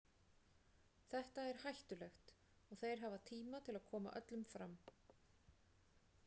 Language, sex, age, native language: Icelandic, female, 40-49, Icelandic